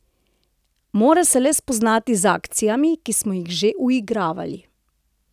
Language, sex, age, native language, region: Slovenian, female, 30-49, Slovenian, Central Slovenia